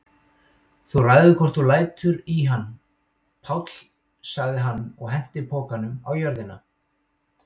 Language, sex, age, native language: Icelandic, male, 18-19, Icelandic